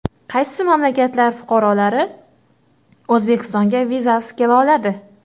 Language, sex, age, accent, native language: Uzbek, female, 18-24, Toshkent shahri, Uzbek